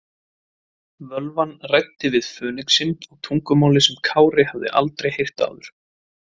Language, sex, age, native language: Icelandic, male, 20-29, Icelandic